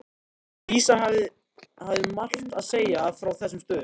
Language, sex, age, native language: Icelandic, male, 13, Icelandic